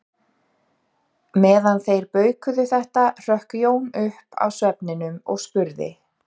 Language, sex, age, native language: Icelandic, female, 30-39, Icelandic